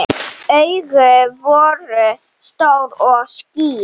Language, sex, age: Icelandic, female, 7